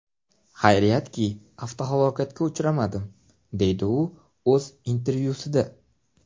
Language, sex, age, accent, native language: Uzbek, male, 19-29, Namangan, Uzbek